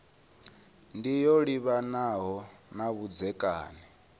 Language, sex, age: Venda, male, 22